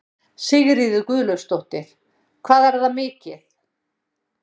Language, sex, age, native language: Icelandic, female, 60-69, Icelandic